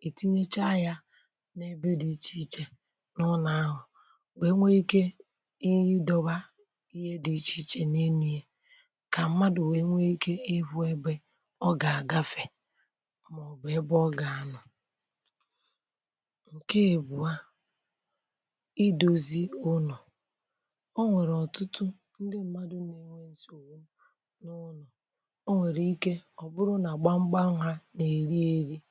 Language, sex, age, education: Igbo, female, 46-60, tertiary